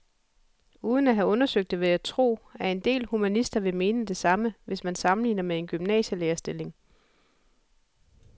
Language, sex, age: Danish, female, 41